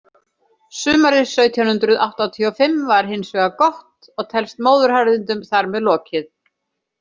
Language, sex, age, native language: Icelandic, female, 70-79, Icelandic